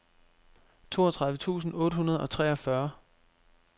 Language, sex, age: Danish, male, 25